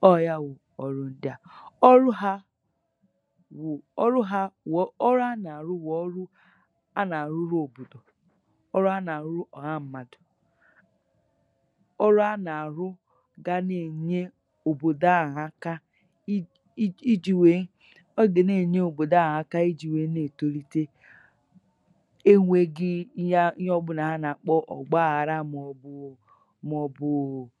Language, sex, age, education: Igbo, female, 15-29, tertiary